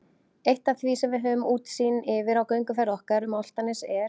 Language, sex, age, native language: Icelandic, female, 30-39, Icelandic